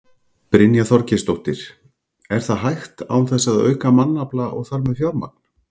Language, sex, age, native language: Icelandic, male, 40-49, Icelandic